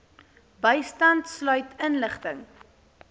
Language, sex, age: Afrikaans, female, 18